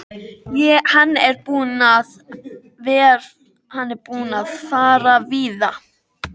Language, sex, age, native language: Icelandic, male, 13, Icelandic